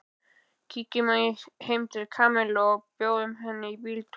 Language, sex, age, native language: Icelandic, male, 12, Icelandic